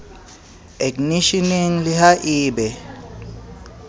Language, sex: Southern Sotho, male